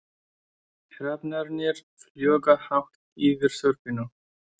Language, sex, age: Icelandic, male, 20-29